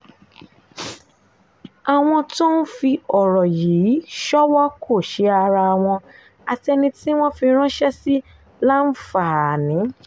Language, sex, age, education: Yoruba, female, 15-29, tertiary